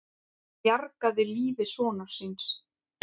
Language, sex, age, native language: Icelandic, female, 50-59, Icelandic